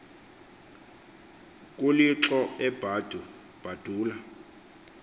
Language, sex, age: Xhosa, male, 24